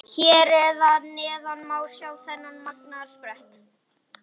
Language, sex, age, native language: Icelandic, female, 40-49, Icelandic